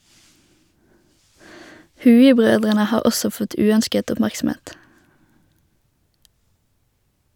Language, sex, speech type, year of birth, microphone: Norwegian, female, read, 1991, Shure